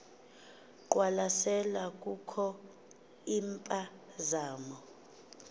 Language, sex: Xhosa, female